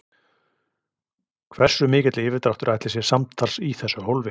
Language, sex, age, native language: Icelandic, male, 40-49, Icelandic